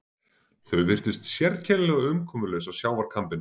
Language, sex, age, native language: Icelandic, male, 40-49, Icelandic